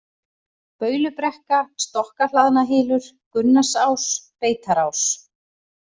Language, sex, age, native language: Icelandic, female, 30-39, Icelandic